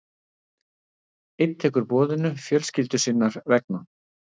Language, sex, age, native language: Icelandic, male, 60-69, Icelandic